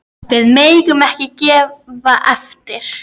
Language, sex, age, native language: Icelandic, female, 10, Icelandic